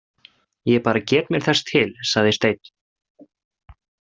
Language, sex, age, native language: Icelandic, male, 20-29, Icelandic